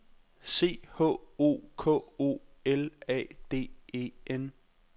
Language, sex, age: Danish, male, 26